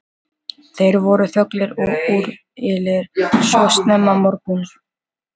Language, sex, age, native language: Icelandic, male, 13, Filipino